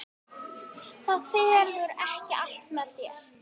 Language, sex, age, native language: Icelandic, female, 60-69, Icelandic